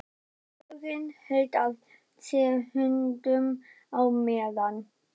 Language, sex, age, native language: Icelandic, female, 12, Icelandic